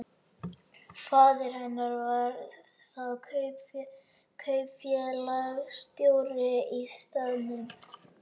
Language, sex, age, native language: Icelandic, male, 12, Icelandic